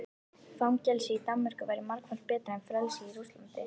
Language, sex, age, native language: Icelandic, female, 11, Icelandic